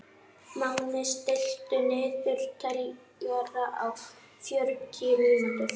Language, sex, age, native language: Icelandic, female, 18-19, Icelandic